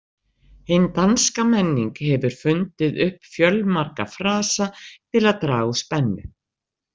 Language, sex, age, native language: Icelandic, female, 60-69, Icelandic